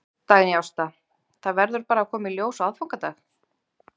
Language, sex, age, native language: Icelandic, female, 30-39, Icelandic